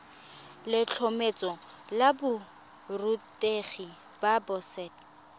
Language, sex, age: Tswana, female, 20